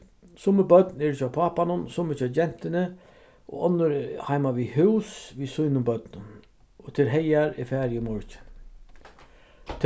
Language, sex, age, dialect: Faroese, male, 36-60, Vágar